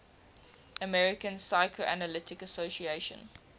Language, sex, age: English, female, 18